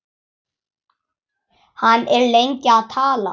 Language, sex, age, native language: Icelandic, male, 8, Icelandic